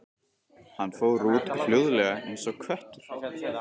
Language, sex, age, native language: Icelandic, male, 15, Icelandic